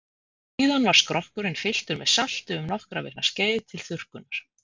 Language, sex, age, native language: Icelandic, female, 50-59, Icelandic